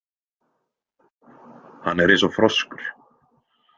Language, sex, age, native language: Icelandic, male, 20-29, Icelandic